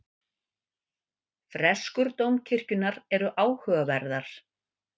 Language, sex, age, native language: Icelandic, female, 50-59, Icelandic